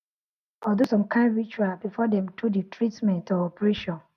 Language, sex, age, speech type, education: Nigerian Pidgin, female, 30-45, spontaneous, tertiary